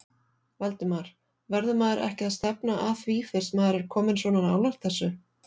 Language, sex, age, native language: Icelandic, female, 40-49, Icelandic